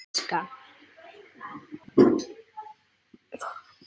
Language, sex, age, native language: Icelandic, female, 9, Icelandic